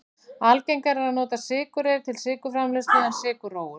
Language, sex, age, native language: Icelandic, female, 40-49, Icelandic